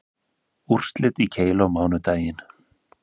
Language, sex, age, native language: Icelandic, male, 30-39, Icelandic